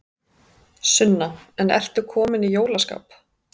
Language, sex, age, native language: Icelandic, female, 30-39, Icelandic